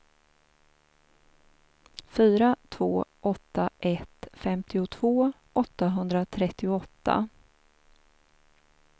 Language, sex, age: Swedish, female, 42